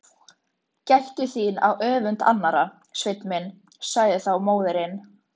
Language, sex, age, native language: Icelandic, female, 13, Icelandic